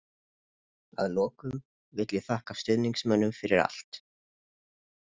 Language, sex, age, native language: Icelandic, male, 20-29, Icelandic